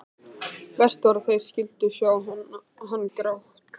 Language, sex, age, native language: Icelandic, male, 13, Icelandic